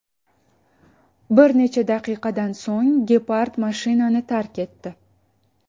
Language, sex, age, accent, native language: Uzbek, female, 19-29, Samarqand, Uzbek